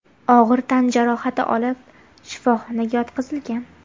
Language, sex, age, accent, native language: Uzbek, female, 18-24, Farg'ona, Uzbek